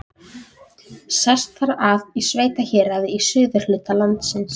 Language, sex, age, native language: Icelandic, female, 14, Icelandic